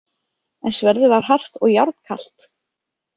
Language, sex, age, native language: Icelandic, female, 30-39, Icelandic